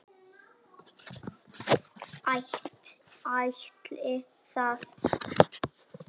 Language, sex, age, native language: Icelandic, female, 6, Icelandic